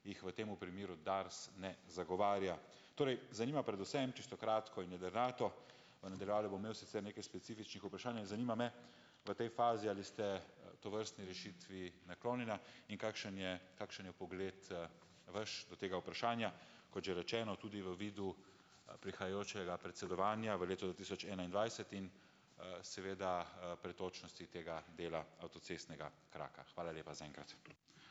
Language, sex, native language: Slovenian, male, Slovenian